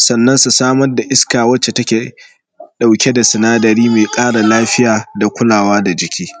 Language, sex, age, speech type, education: Hausa, male, 15-29, spontaneous, tertiary